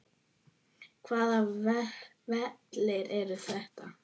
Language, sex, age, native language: Icelandic, female, 10, Icelandic